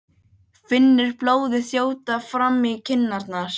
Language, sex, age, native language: Icelandic, other, 12, Icelandic